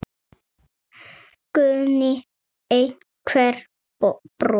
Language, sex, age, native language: Icelandic, female, 6, Icelandic